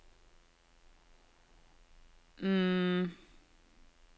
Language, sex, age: Norwegian, female, 40